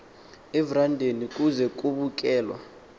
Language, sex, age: Xhosa, male, 19